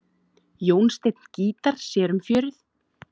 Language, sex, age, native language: Icelandic, female, 30-39, Icelandic